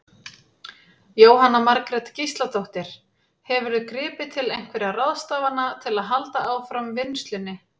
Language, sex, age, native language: Icelandic, female, 30-39, Icelandic